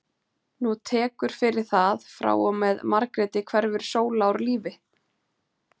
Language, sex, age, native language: Icelandic, female, 30-39, Icelandic